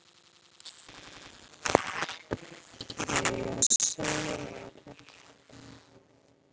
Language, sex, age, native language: Icelandic, other, 12, Icelandic